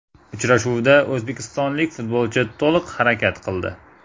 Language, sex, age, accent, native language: Uzbek, male, 18-24, Jizzax, Uzbek